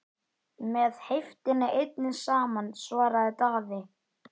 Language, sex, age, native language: Icelandic, female, 11, Icelandic